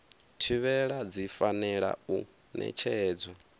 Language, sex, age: Venda, male, 24